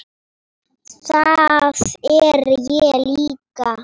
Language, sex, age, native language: Icelandic, female, 9, Polish